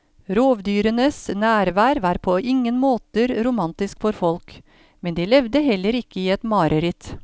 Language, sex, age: Norwegian, female, 53